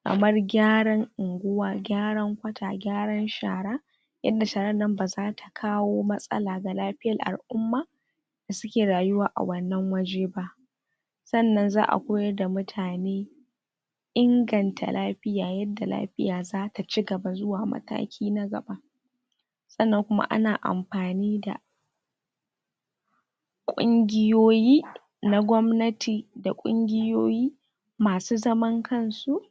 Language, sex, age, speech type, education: Hausa, female, 46-60, spontaneous, tertiary